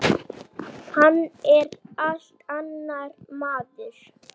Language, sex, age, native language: Icelandic, female, 8, Icelandic